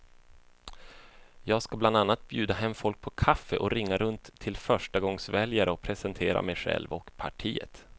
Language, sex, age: Swedish, male, 24